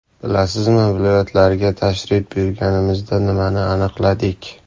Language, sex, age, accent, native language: Uzbek, male, under 19, Farg'ona, Uzbek